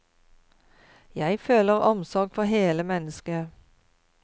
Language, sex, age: Norwegian, female, 52